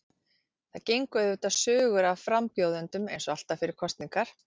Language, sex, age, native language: Icelandic, female, 40-49, Icelandic